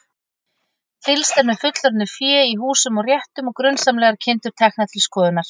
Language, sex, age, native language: Icelandic, female, 40-49, Icelandic